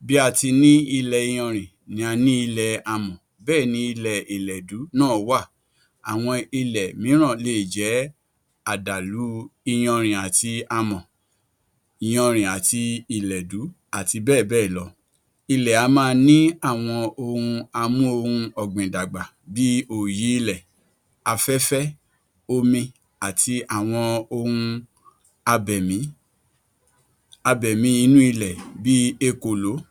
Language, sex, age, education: Yoruba, male, 46-60, tertiary